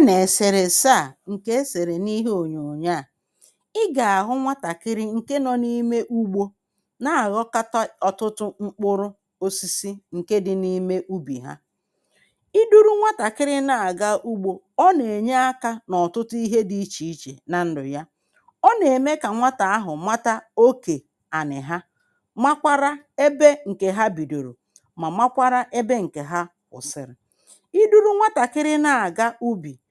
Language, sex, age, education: Igbo, female, 30-45, primary